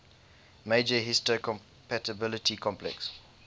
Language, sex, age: English, male, 20